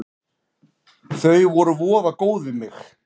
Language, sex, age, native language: Icelandic, male, 40-49, Icelandic